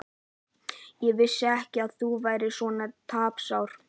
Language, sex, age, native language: Icelandic, male, 11, Icelandic